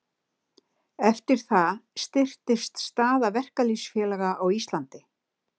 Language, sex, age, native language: Icelandic, female, 60-69, Icelandic